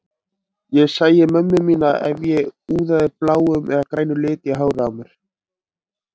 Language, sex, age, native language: Icelandic, male, 20-29, Icelandic